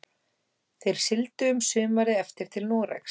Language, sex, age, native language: Icelandic, female, 18-19, Icelandic